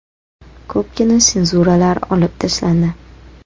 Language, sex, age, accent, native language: Uzbek, female, 18-24, Toshkent shahri, Uzbek